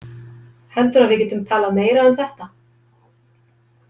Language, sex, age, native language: Icelandic, female, 50-59, Icelandic